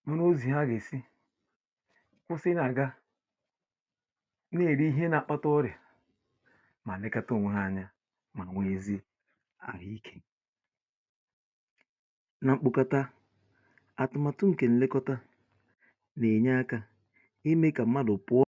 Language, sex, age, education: Igbo, male, 30-45, tertiary